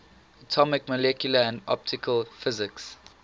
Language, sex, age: English, male, 18